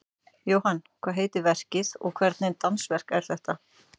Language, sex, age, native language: Icelandic, male, 12, Icelandic